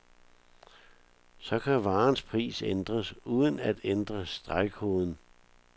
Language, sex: Danish, male